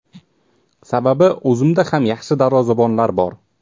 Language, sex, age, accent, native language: Uzbek, male, 18-24, Toshkent shahri, Uzbek